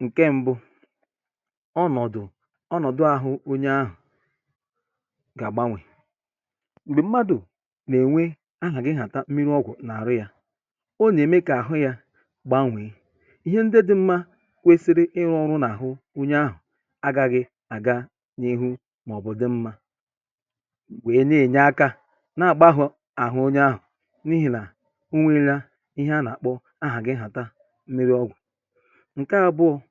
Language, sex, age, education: Igbo, male, 30-45, tertiary